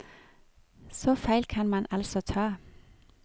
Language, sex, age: Norwegian, female, 46